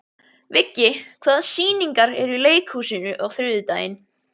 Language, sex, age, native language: Icelandic, male, 12, Icelandic